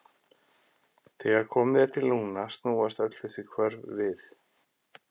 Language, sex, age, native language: Icelandic, male, 50-59, Icelandic